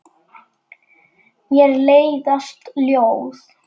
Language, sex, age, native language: Icelandic, male, 9, Icelandic